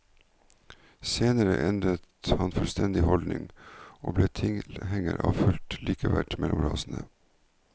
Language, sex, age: Norwegian, male, 49